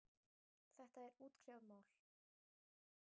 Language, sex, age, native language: Icelandic, female, 18-19, Icelandic